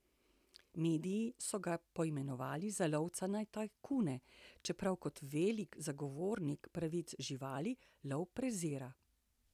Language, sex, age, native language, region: Slovenian, female, 60+, Slovenian, Central Slovenia